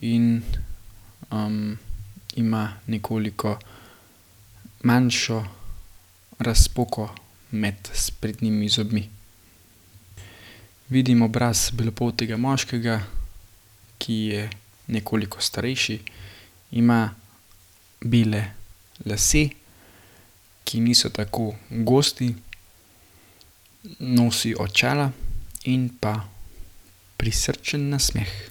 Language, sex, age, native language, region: Slovenian, male, 18-29, Slovenian, Gorenjska region